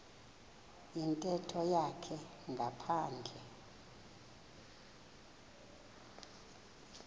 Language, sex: Xhosa, female